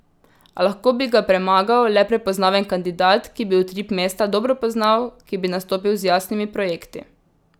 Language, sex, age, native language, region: Slovenian, female, 18-29, Slovenian, Drava region